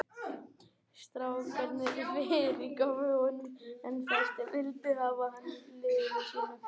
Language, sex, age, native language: Icelandic, other, 18-19, Icelandic